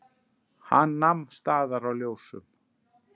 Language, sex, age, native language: Icelandic, male, 10, Icelandic